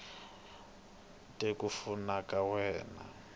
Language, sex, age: Tsonga, male, 22